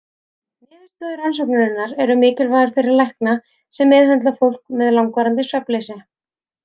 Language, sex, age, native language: Icelandic, female, 30-39, Icelandic